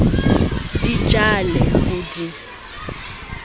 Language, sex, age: Southern Sotho, female, 20